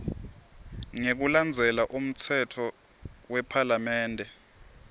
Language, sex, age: Swati, male, 23